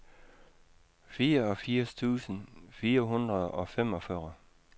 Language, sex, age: Danish, male, 56